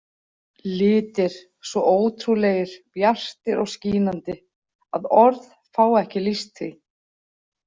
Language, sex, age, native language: Icelandic, female, 40-49, Icelandic